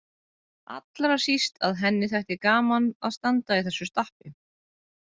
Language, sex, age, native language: Icelandic, female, 30-39, Icelandic